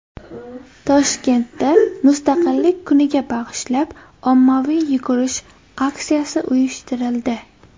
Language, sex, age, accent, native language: Uzbek, female, 18-24, Toshkent shahri, Uzbek